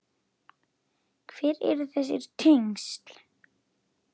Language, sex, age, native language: Icelandic, male, 8, Icelandic